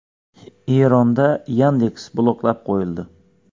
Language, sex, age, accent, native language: Uzbek, male, 25-34, Xorazm, Uzbek